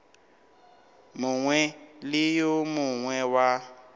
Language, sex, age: Northern Sotho, male, 19